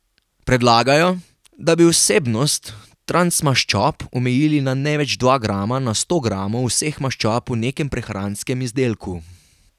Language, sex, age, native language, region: Slovenian, male, 18-29, Slovenian, Carinthia region